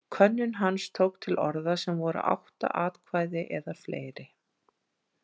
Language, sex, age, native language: Icelandic, female, 40-49, Icelandic